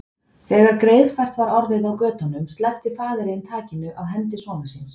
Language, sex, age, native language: Icelandic, female, 30-39, Icelandic